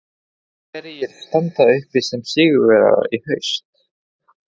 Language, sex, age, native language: Icelandic, male, 20-29, Spanish